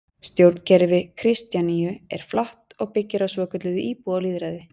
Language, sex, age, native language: Icelandic, female, 40-49, Icelandic